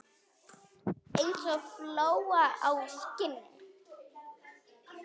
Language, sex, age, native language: Icelandic, male, 10, Icelandic